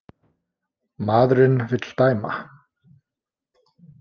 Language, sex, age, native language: Icelandic, male, 20-29, Icelandic